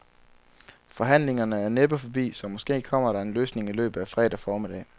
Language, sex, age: Danish, male, 23